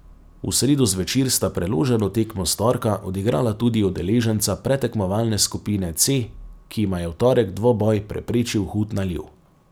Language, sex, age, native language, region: Slovenian, male, 30-49, Slovenian, Savinja region